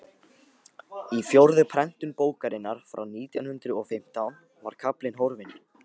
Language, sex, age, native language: Icelandic, male, 18-19, Icelandic